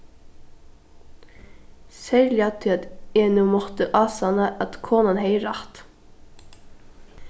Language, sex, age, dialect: Faroese, female, 15-35, Norðuroyggjar